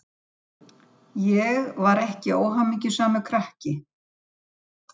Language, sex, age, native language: Icelandic, female, 70-79, Icelandic